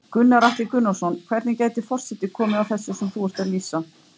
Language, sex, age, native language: Icelandic, female, 50-59, Icelandic